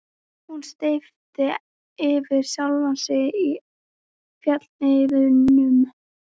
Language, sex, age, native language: Icelandic, female, 13, Icelandic